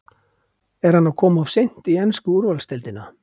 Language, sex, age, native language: Icelandic, male, 50-59, Icelandic